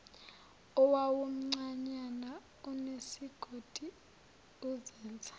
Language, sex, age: Zulu, female, 19